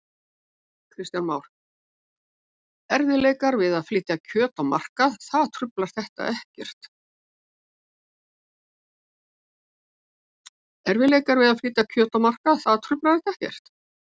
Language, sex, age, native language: Icelandic, female, 70-79, Icelandic